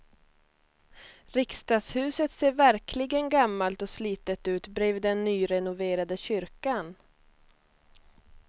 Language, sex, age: Swedish, female, 21